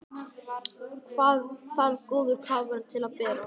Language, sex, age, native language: Icelandic, male, 11, Icelandic